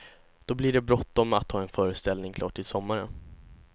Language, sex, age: Swedish, male, 16